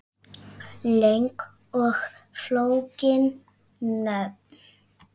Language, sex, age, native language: Icelandic, female, 6, Icelandic